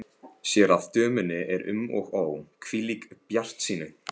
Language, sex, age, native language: Icelandic, male, 15, Icelandic